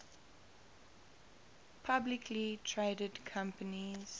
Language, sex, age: English, female, 18